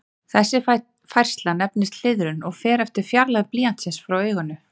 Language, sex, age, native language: Icelandic, female, 30-39, Icelandic